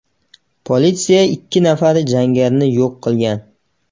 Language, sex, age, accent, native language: Uzbek, male, 18-24, Namangan, Uzbek